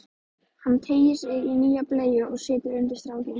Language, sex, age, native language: Icelandic, female, 13, Icelandic